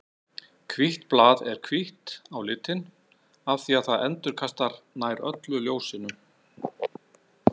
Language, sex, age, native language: Icelandic, male, 60-69, Icelandic